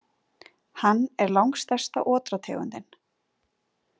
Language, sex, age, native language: Icelandic, female, 30-39, Icelandic